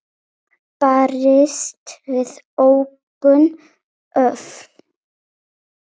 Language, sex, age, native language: Icelandic, female, 8, Polish